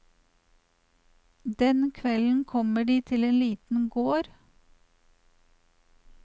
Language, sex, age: Norwegian, female, 54